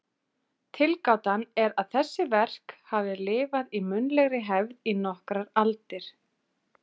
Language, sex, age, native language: Icelandic, female, 30-39, Icelandic